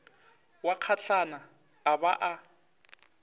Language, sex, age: Northern Sotho, male, 25